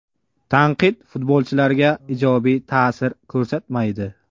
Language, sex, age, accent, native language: Uzbek, male, 18-24, Qashqadaryo, Uzbek